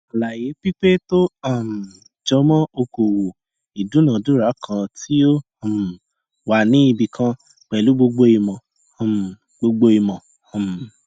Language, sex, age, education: Yoruba, male, 15-29, tertiary